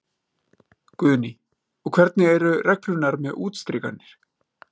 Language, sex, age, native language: Icelandic, male, 30-39, Icelandic